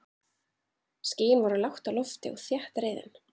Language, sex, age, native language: Icelandic, female, 30-39, Icelandic